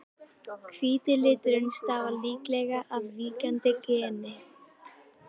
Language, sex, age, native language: Icelandic, female, 18-19, Icelandic